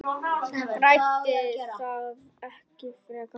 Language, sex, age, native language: Icelandic, male, 9, Icelandic